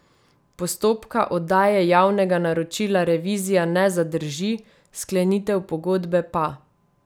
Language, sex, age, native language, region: Slovenian, female, 30-49, Slovenian, Savinja region